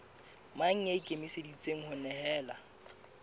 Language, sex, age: Southern Sotho, male, 25